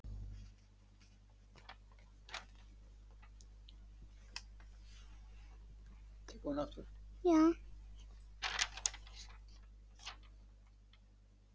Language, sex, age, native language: Icelandic, female, 6, Icelandic